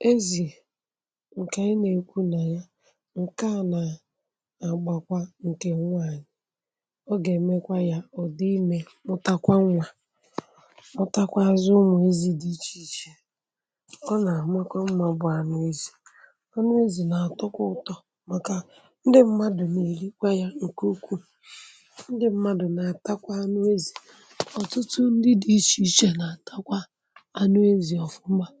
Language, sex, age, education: Igbo, male, 30-45, tertiary